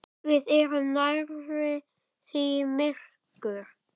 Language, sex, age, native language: Icelandic, female, 9, Icelandic